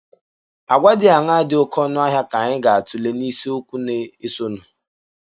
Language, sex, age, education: Igbo, male, 15-29, tertiary